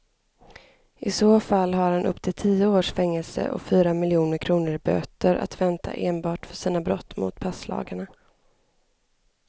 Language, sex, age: Swedish, female, 25